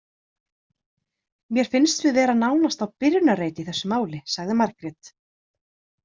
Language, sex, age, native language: Icelandic, female, 30-39, Icelandic